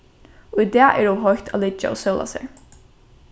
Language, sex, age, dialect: Faroese, female, 15-35, Norðuroyggjar